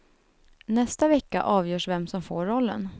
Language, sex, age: Swedish, female, 21